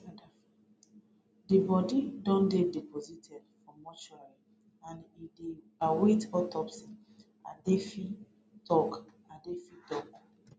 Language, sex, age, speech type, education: Nigerian Pidgin, female, 30-45, spontaneous, tertiary